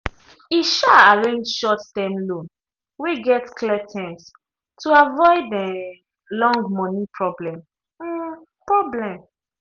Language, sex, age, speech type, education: Nigerian Pidgin, female, 15-29, spontaneous, tertiary